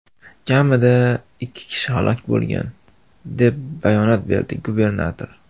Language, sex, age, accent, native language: Uzbek, male, 18-24, Farg'ona, Uzbek